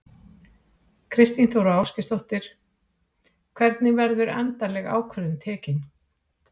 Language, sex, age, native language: Icelandic, female, 40-49, Icelandic